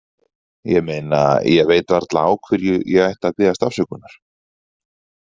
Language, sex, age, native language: Icelandic, male, 40-49, Icelandic